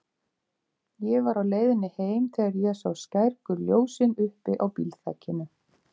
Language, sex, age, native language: Icelandic, female, 50-59, Icelandic